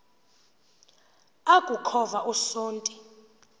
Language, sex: Xhosa, female